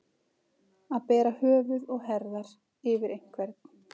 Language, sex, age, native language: Icelandic, female, 40-49, Icelandic